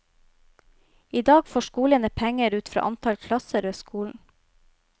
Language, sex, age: Norwegian, female, 25